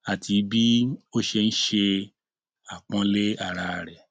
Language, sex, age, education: Yoruba, male, 30-45, tertiary